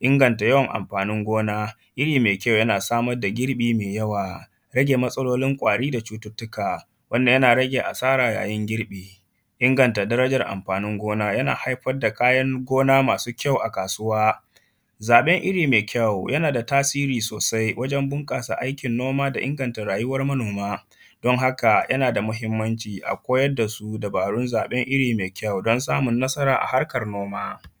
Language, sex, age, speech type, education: Hausa, male, 15-29, spontaneous, secondary